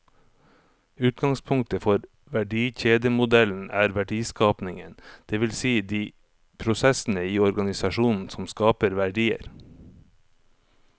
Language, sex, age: Norwegian, male, 44